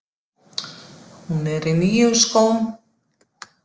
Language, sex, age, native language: Icelandic, female, 50-59, Icelandic